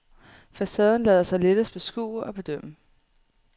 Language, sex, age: Danish, female, 18